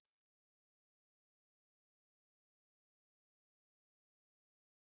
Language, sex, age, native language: Icelandic, female, 50-59, Danish